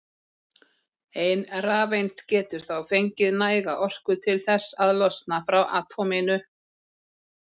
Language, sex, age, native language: Icelandic, female, 40-49, Icelandic